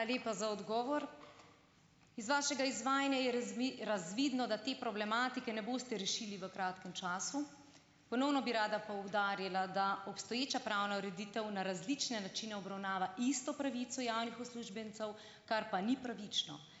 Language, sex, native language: Slovenian, female, Slovenian